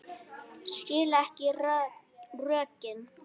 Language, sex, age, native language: Icelandic, male, 8, Icelandic